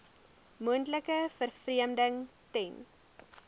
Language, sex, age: Afrikaans, female, 20